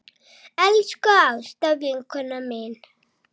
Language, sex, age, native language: Icelandic, female, 6, Icelandic